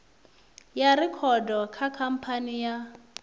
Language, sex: Venda, female